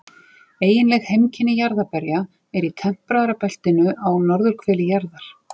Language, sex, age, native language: Icelandic, female, 40-49, Icelandic